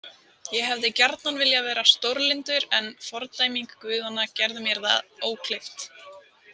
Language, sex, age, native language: Icelandic, female, 18-19, Icelandic